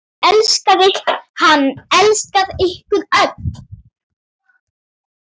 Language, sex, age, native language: Icelandic, female, 8, Icelandic